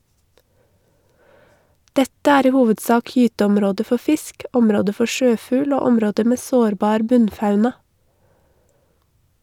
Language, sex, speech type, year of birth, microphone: Norwegian, female, read, 1982, Shure